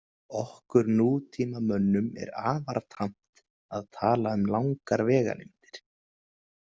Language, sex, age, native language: Icelandic, male, 20-29, Icelandic